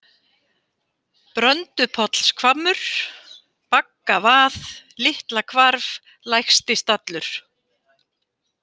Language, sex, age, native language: Icelandic, female, 50-59, Icelandic